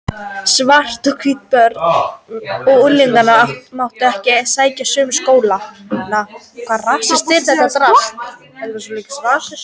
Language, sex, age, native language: Icelandic, female, 18-19, Icelandic